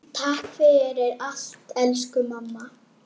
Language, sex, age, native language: Icelandic, female, 8, Icelandic